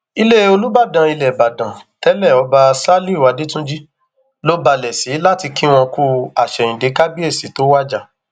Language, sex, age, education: Yoruba, male, 15-29, tertiary